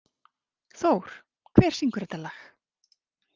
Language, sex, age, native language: Icelandic, female, 30-39, Icelandic